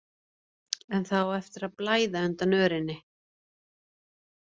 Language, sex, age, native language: Icelandic, female, 50-59, Icelandic